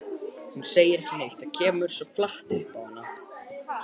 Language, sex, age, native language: Icelandic, male, 20-29, Icelandic